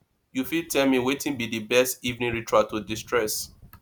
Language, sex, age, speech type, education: Nigerian Pidgin, male, 30-45, spontaneous, tertiary